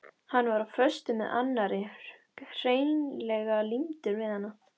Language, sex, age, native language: Icelandic, female, 13, Icelandic